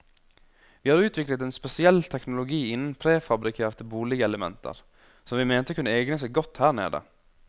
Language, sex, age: Norwegian, male, 21